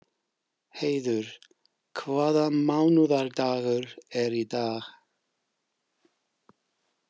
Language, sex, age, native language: Icelandic, male, 50-59, English